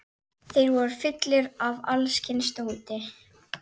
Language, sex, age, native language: Icelandic, female, 11, Icelandic